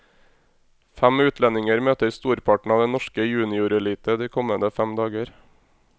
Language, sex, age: Norwegian, male, 26